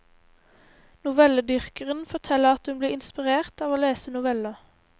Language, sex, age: Norwegian, female, 18